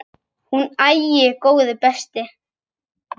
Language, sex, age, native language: Icelandic, male, 8, Icelandic